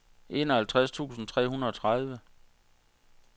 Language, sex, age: Danish, male, 46